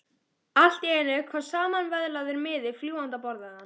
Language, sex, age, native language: Icelandic, female, 12, Icelandic